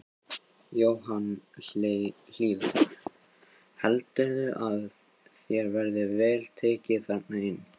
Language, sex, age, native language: Icelandic, male, 15, Icelandic